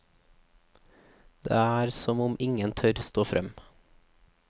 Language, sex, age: Norwegian, male, 24